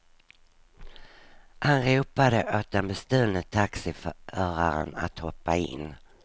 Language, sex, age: Swedish, female, 59